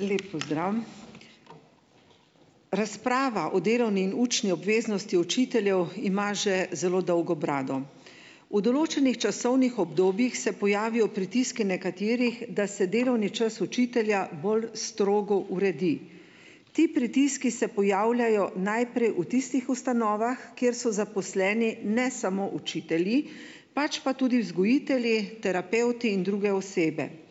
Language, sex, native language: Slovenian, female, Slovenian